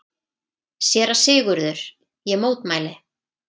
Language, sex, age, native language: Icelandic, female, 30-39, Icelandic